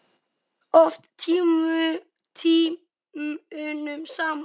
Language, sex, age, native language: Icelandic, male, 10, Icelandic